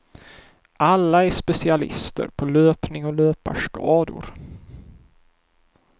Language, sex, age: Swedish, male, 31